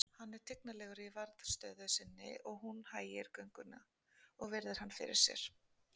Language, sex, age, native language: Icelandic, female, 40-49, Icelandic